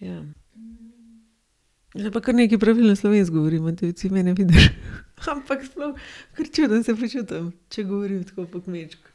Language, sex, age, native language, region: Slovenian, female, 30-49, Slovenian, Gorenjska region